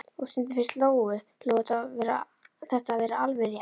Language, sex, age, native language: Icelandic, female, 11, Icelandic